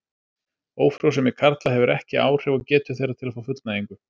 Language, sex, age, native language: Icelandic, male, 30-39, Icelandic